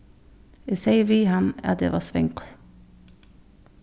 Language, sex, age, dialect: Faroese, female, 15-35, Suðurstreymoy